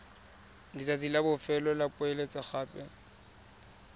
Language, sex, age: Tswana, male, 20